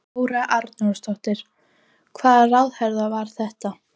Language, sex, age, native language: Icelandic, female, 14, Icelandic